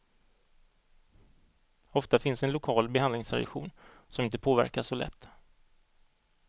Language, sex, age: Swedish, male, 38